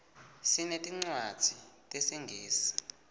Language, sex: Swati, male